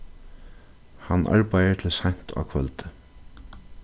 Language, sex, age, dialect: Faroese, male, 36-60, Suðurstreymoy